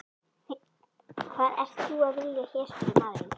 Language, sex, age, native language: Icelandic, female, 11, Icelandic